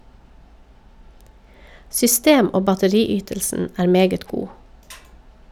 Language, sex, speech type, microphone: Norwegian, female, read, Shure